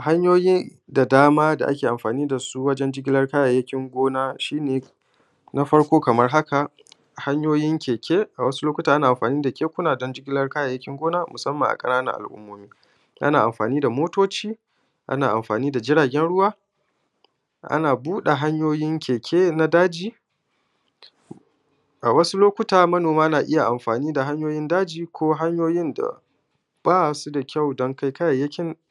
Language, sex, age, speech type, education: Hausa, male, 15-29, spontaneous, primary